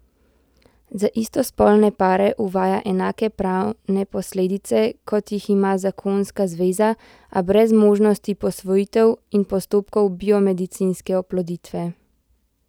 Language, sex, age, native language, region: Slovenian, female, 18-29, Slovenian, Central Slovenia